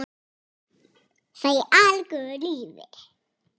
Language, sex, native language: Icelandic, female, Icelandic